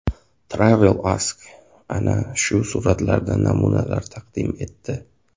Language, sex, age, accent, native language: Uzbek, male, 19-29, Toshkent viloyati, Uzbek